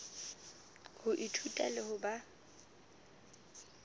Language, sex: Southern Sotho, female